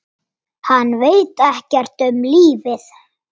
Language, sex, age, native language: Icelandic, male, 8, Icelandic